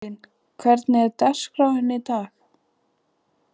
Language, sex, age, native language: Icelandic, female, 20-29, Icelandic